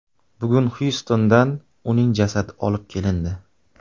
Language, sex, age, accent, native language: Uzbek, male, 25-34, Samarqand, Uzbek